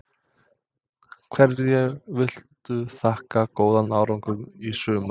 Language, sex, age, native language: Icelandic, male, 20-29, Serbo-Croatian